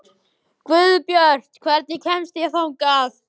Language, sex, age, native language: Icelandic, male, 14, Icelandic